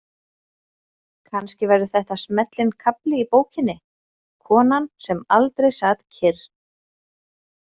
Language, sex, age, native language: Icelandic, female, 20-29, Icelandic